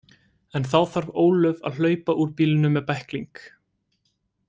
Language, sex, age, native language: Icelandic, male, 18-19, Icelandic